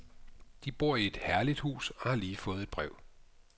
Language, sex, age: Danish, male, 55